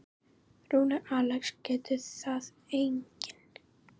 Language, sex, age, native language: Icelandic, female, 10, Icelandic